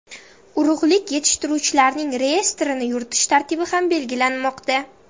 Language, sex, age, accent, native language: Uzbek, female, under 19, Samarqand, Uzbek